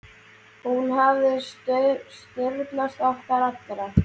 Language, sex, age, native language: Icelandic, male, 10, Icelandic